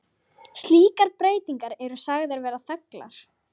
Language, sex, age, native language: Icelandic, female, 12, Icelandic